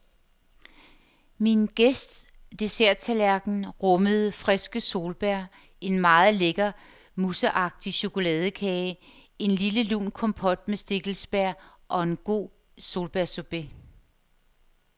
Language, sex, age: Danish, female, 50